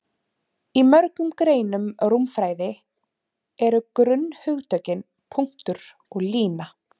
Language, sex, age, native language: Icelandic, female, 30-39, Icelandic